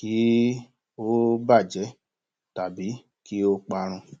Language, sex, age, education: Yoruba, male, 46-60, tertiary